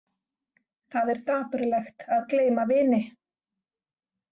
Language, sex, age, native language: Icelandic, female, 40-49, Icelandic